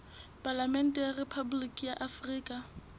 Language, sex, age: Southern Sotho, female, 18